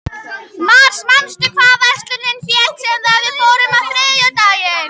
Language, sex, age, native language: Icelandic, female, 11, Icelandic